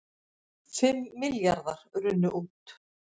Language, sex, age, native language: Icelandic, female, 50-59, Icelandic